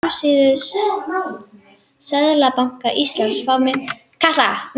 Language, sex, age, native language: Icelandic, female, 30-39, Icelandic